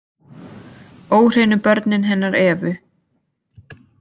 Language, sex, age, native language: Icelandic, female, 20-29, Icelandic